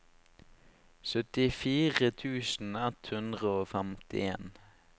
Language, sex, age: Norwegian, male, 18